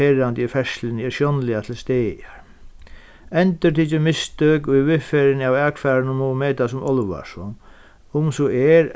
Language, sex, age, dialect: Faroese, male, 36-60, Sandoy